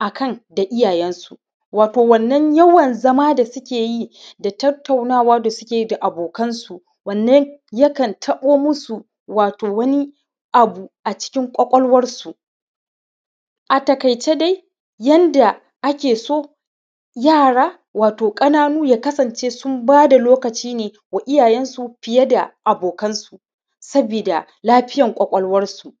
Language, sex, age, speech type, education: Hausa, male, 30-45, spontaneous, primary